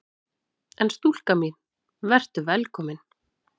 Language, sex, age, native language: Icelandic, female, 30-39, Icelandic